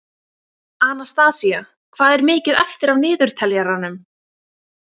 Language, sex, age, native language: Icelandic, female, 20-29, Icelandic